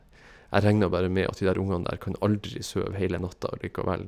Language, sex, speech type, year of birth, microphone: Norwegian, male, spontaneous, 1972, Shure